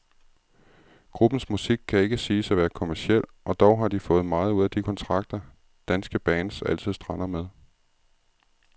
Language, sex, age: Danish, male, 36